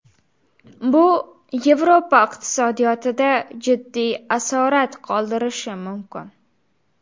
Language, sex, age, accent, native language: Uzbek, female, 18-24, Farg'ona, Uzbek